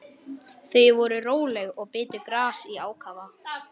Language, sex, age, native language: Icelandic, male, 12, Icelandic